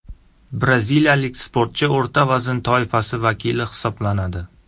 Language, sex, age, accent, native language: Uzbek, male, 18-24, Surxondaryo, Uzbek